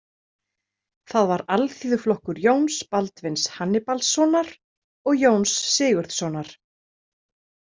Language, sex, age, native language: Icelandic, female, 30-39, Icelandic